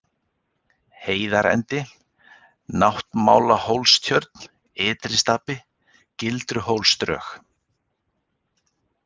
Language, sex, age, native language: Icelandic, male, 40-49, Icelandic